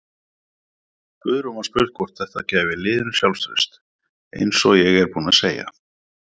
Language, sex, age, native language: Icelandic, male, 40-49, Icelandic